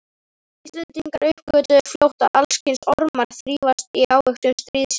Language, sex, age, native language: Icelandic, male, 18-19, Icelandic